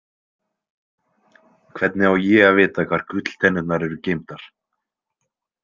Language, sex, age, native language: Icelandic, male, 20-29, Icelandic